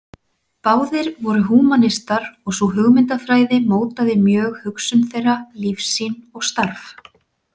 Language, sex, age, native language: Icelandic, female, 40-49, Icelandic